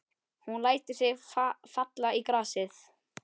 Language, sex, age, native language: Icelandic, male, 11, Icelandic